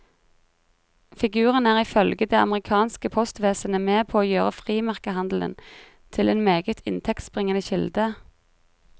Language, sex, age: Norwegian, female, 33